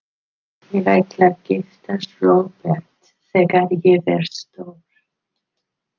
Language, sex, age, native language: Icelandic, female, 50-59, English